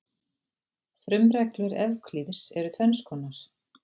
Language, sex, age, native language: Icelandic, female, 40-49, Icelandic